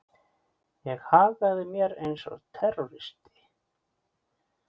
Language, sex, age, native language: Icelandic, male, 40-49, Icelandic